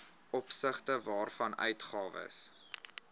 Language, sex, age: Afrikaans, male, 21